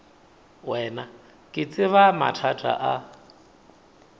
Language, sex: Northern Sotho, male